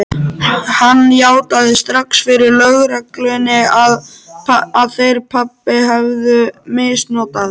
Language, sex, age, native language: Icelandic, male, 13, Icelandic